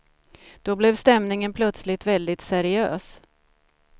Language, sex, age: Swedish, female, 47